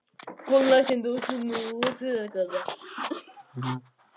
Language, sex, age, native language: Icelandic, other, 11, Japanese